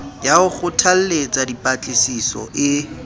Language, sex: Southern Sotho, male